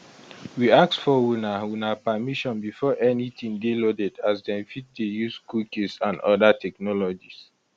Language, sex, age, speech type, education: Nigerian Pidgin, male, 15-29, spontaneous, tertiary